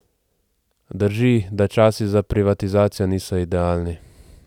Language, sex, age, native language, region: Slovenian, male, 18-29, Slovenian, Central Slovenia